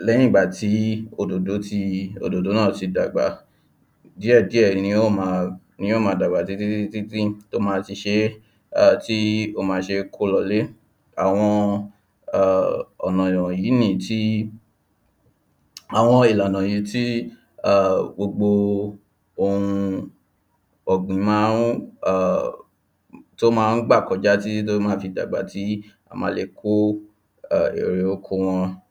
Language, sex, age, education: Yoruba, male, 15-29, tertiary